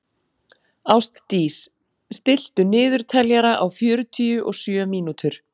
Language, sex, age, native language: Icelandic, female, 40-49, Icelandic